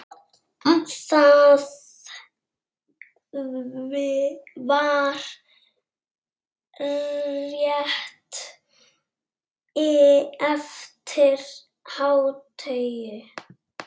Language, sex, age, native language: Icelandic, female, 6, Icelandic